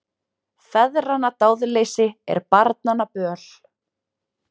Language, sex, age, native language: Icelandic, female, 20-29, Icelandic